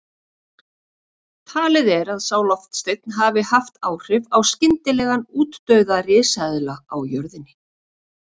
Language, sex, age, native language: Icelandic, female, 40-49, Icelandic